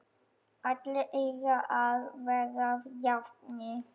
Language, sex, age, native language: Icelandic, female, 10, German